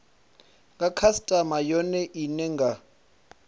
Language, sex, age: Venda, male, 25